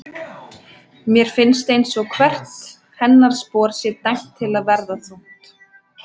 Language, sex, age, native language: Icelandic, female, 20-29, Icelandic